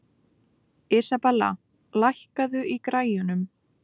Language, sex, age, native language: Icelandic, female, 20-29, Icelandic